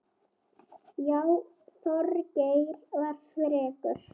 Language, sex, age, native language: Icelandic, female, 8, Icelandic